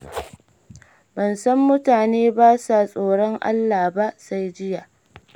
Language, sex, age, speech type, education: Hausa, female, 30-45, read, primary